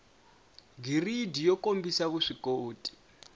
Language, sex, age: Tsonga, male, 22